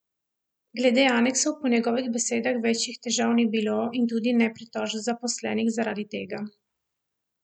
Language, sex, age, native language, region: Slovenian, female, 18-29, Slovenian, Primorsko-notranjska region